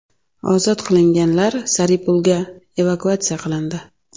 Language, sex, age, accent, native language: Uzbek, female, 35+, Navoiy, Uzbek